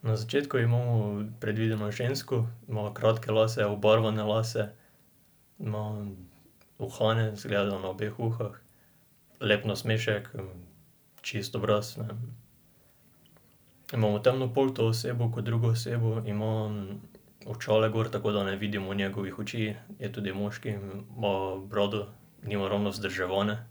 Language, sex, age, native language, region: Slovenian, male, 18-29, Slovenian, Drava region